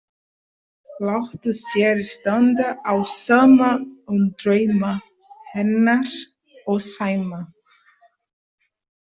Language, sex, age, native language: Icelandic, female, 30-39, Portuguese